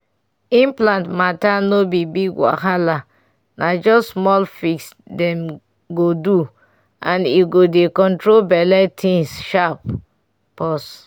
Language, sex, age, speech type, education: Nigerian Pidgin, female, 30-45, spontaneous, tertiary